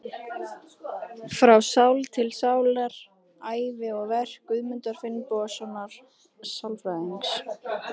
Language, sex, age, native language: Icelandic, female, 20-29, Icelandic